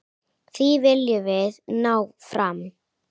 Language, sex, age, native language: Icelandic, female, 9, Icelandic